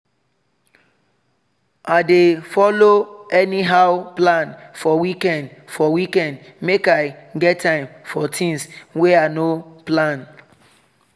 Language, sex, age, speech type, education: Nigerian Pidgin, male, 30-45, spontaneous, tertiary